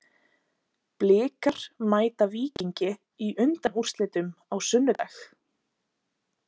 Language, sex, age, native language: Icelandic, other, 20-29, Icelandic